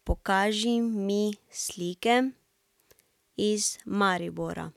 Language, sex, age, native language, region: Slovenian, female, 18-29, Slovenian, Central Slovenia